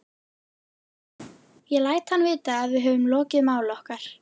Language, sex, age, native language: Icelandic, female, 11, Icelandic